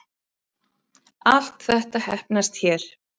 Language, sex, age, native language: Icelandic, female, 30-39, Icelandic